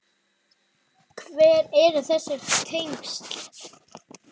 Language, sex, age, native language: Icelandic, female, 7, Icelandic